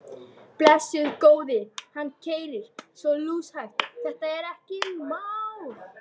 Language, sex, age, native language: Icelandic, female, 13, Icelandic